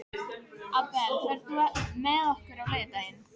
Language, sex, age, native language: Icelandic, female, 13, Filipino